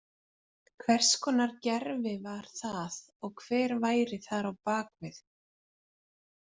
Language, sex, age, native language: Icelandic, female, 40-49, Icelandic